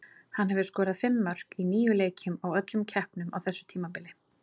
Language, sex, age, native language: Icelandic, female, 40-49, Icelandic